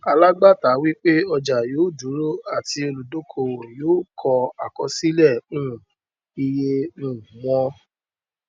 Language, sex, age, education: Yoruba, male, 15-29, tertiary